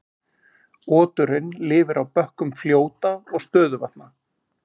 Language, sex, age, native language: Icelandic, male, 40-49, Icelandic